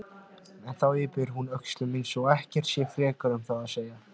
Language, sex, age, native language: Icelandic, male, 16, Icelandic